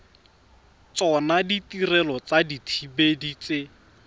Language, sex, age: Tswana, male, 31